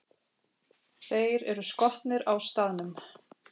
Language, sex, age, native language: Icelandic, female, 40-49, Icelandic